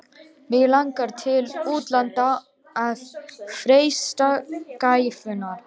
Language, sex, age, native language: Icelandic, female, 18-19, Romanian